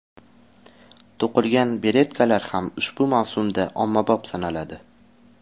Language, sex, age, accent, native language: Uzbek, male, 18-24, Farg'ona, Uzbek